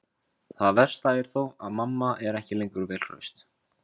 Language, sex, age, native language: Icelandic, female, 50-59, Icelandic